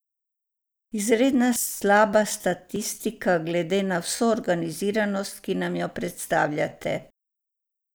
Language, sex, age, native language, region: Slovenian, female, 60+, Croatian, Savinja region